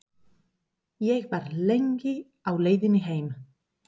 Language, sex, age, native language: Icelandic, female, 30-39, Spanish